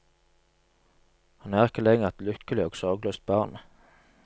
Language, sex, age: Norwegian, male, 27